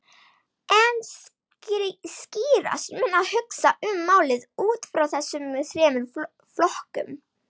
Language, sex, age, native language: Icelandic, female, 18-19, Icelandic